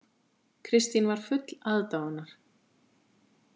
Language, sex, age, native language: Icelandic, female, 50-59, Icelandic